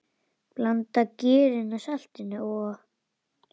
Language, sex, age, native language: Icelandic, female, 10, Icelandic